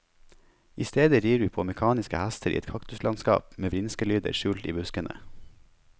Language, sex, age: Norwegian, male, 21